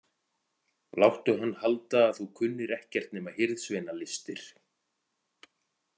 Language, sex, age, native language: Icelandic, male, 40-49, Icelandic